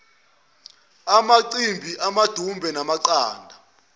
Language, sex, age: Zulu, male, 22